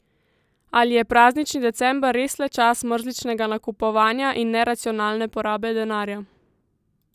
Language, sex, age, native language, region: Slovenian, female, 18-29, Slovenian, Central Slovenia